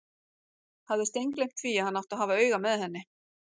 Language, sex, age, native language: Icelandic, female, 40-49, Icelandic